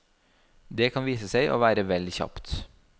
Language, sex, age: Norwegian, male, 32